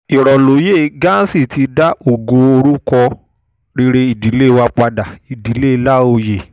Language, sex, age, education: Yoruba, male, 15-29, tertiary